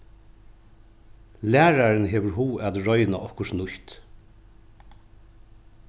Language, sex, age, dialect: Faroese, male, 36-60, Norðuroyggjar